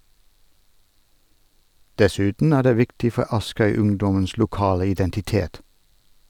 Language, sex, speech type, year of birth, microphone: Norwegian, male, read, 1962, Sennheiser